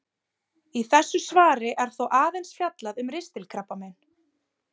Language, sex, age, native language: Icelandic, female, 30-39, Icelandic